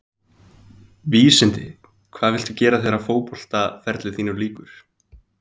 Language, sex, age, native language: Icelandic, male, 20-29, Icelandic